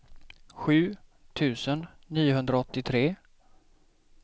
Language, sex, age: Swedish, male, 28